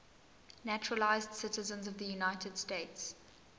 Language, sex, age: English, female, 20